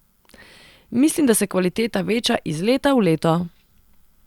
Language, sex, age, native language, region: Slovenian, female, 30-49, Serbian, Central Slovenia